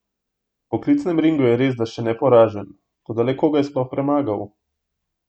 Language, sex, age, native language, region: Slovenian, male, 18-29, Slovenian, Gorenjska region